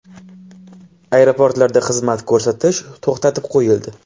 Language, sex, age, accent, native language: Uzbek, male, 12-17, Samarqand, Uzbek